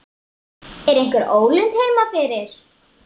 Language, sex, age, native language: Icelandic, female, 7, Icelandic